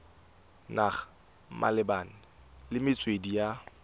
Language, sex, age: Tswana, male, 18